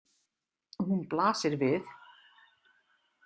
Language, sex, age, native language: Icelandic, female, 60-69, Icelandic